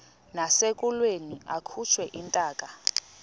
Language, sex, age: Xhosa, female, 31